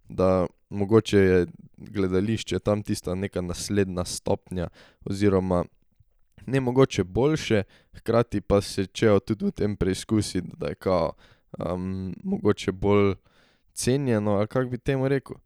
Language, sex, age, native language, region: Slovenian, male, 18-29, Slovenian, Drava region